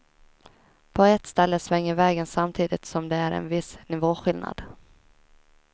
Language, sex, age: Swedish, female, 23